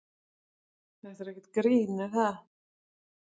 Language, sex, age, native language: Icelandic, female, 40-49, Icelandic